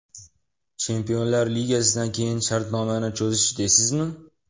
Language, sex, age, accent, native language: Uzbek, male, 18-24, Toshkent shahri, Uzbek